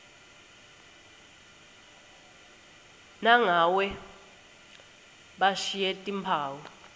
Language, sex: Swati, female